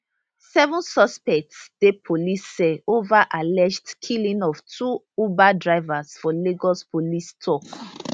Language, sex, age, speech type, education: Nigerian Pidgin, female, 30-45, spontaneous, tertiary